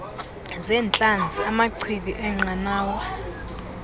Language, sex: Xhosa, female